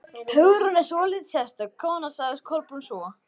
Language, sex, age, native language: Icelandic, male, 12, Icelandic